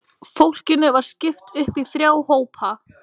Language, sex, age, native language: Icelandic, female, 20-29, Icelandic